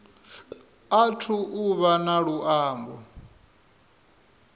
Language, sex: Venda, male